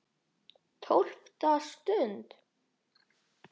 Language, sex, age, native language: Icelandic, male, 6, Icelandic